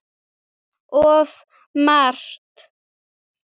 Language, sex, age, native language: Icelandic, female, 8, Icelandic